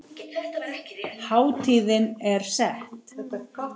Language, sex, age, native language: Icelandic, female, 10, Icelandic